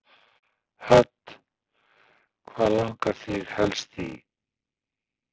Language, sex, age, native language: Icelandic, male, 60-69, Icelandic